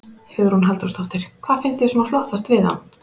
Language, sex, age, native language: Icelandic, female, 30-39, Icelandic